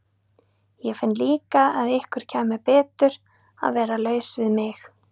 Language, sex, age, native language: Icelandic, female, 30-39, Icelandic